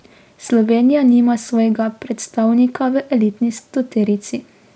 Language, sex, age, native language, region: Slovenian, female, 18-29, Slovenian, Drava region